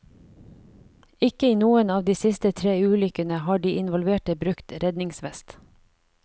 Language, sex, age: Norwegian, female, 49